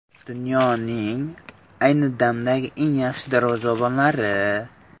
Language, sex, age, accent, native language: Uzbek, male, 12-17, Samarqand, Uzbek